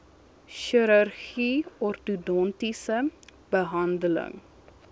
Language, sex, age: Afrikaans, female, 21